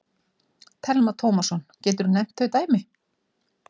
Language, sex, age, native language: Icelandic, female, 40-49, Icelandic